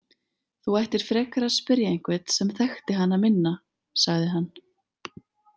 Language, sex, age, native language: Icelandic, female, 30-39, Icelandic